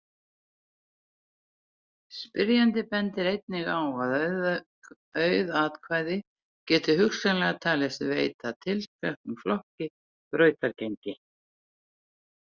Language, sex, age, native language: Icelandic, female, 80-89, Icelandic